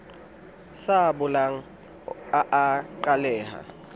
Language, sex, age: Southern Sotho, male, 27